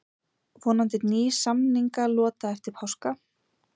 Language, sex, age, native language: Icelandic, female, 40-49, Icelandic